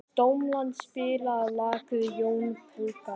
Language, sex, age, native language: Icelandic, male, 11, Icelandic